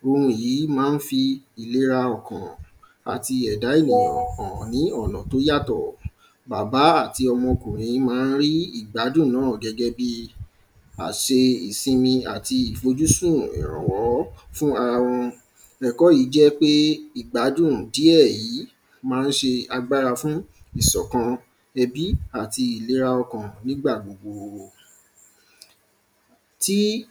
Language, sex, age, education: Yoruba, male, 15-29, primary